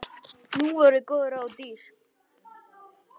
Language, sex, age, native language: Icelandic, male, 10, Icelandic